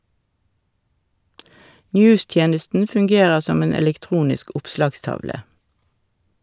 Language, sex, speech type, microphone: Norwegian, female, read, Shure